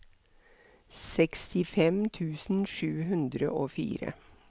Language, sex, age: Norwegian, female, 63